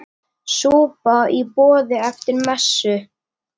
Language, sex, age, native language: Icelandic, male, 9, Icelandic